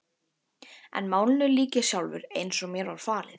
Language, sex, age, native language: Icelandic, female, 12, Icelandic